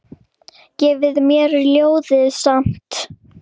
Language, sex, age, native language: Icelandic, female, 8, Icelandic